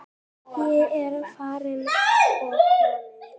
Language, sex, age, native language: Icelandic, female, 9, Icelandic